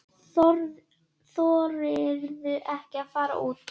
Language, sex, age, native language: Icelandic, female, 10, Icelandic